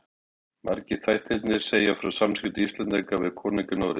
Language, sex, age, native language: Icelandic, male, 60-69, Icelandic